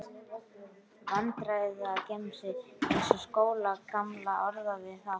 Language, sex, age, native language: Icelandic, male, 12, Icelandic